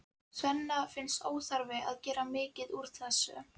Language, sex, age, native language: Icelandic, female, 11, Icelandic